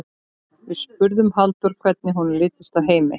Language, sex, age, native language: Icelandic, female, 13, Icelandic